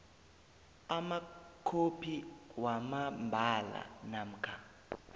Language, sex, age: South Ndebele, male, 20